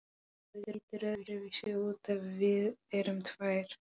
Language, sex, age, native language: Icelandic, male, 11, Polish